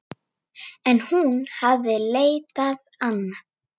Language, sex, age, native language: Icelandic, female, 9, Icelandic